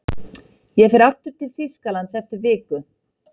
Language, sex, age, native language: Icelandic, female, 30-39, Icelandic